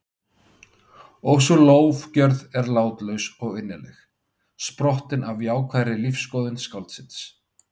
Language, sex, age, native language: Icelandic, male, 30-39, Icelandic